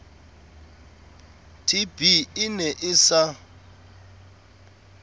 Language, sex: Southern Sotho, male